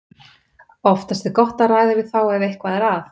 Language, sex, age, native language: Icelandic, female, 50-59, Icelandic